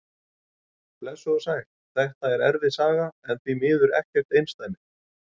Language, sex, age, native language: Icelandic, male, 40-49, Icelandic